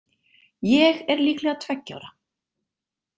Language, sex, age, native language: Icelandic, female, 40-49, Icelandic